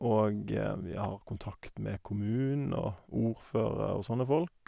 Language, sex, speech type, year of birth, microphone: Norwegian, male, spontaneous, 1988, Sennheiser